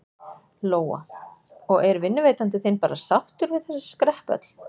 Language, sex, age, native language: Icelandic, female, 40-49, Icelandic